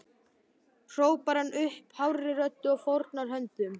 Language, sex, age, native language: Icelandic, male, 12, Icelandic